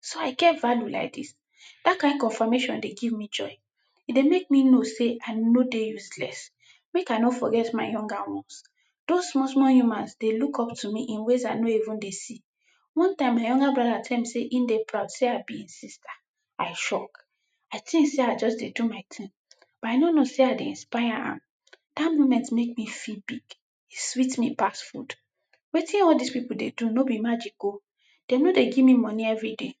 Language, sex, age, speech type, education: Nigerian Pidgin, female, 15-29, spontaneous, tertiary